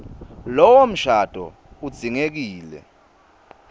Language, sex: Swati, male